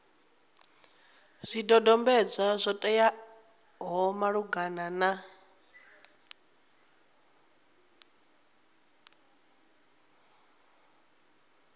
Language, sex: Venda, female